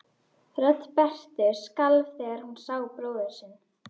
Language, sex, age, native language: Icelandic, female, 12, Icelandic